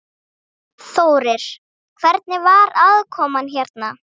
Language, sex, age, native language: Icelandic, female, 7, Icelandic